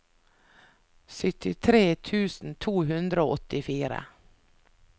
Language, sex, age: Norwegian, female, 49